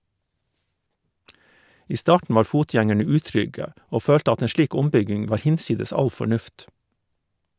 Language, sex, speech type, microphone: Norwegian, male, read, Shure